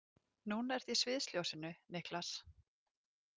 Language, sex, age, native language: Icelandic, female, 30-39, Icelandic